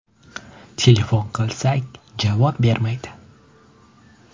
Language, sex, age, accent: Uzbek, male, 18-24, Toshkent shahri